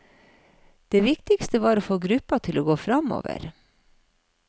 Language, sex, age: Norwegian, female, 53